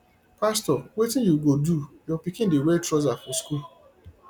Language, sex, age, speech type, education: Nigerian Pidgin, male, 30-45, spontaneous, tertiary